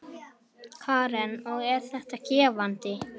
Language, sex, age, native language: Icelandic, male, 10, Icelandic